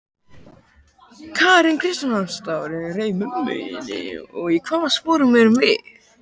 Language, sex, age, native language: Icelandic, male, 12, Icelandic